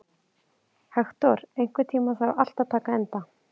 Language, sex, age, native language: Icelandic, female, 30-39, Icelandic